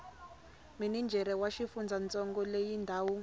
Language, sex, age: Tsonga, female, 22